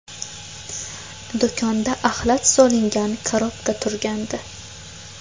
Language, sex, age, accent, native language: Uzbek, female, 19-29, Qashqadaryo, Uzbek